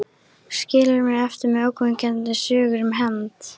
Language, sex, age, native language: Icelandic, female, 13, Icelandic